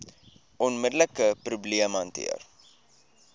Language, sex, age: Afrikaans, male, 20